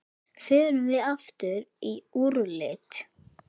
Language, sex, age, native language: Icelandic, female, 8, Icelandic